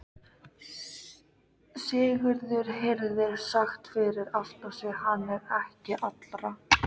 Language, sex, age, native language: Icelandic, female, 13, Icelandic